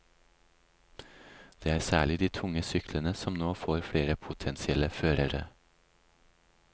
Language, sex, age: Norwegian, male, 36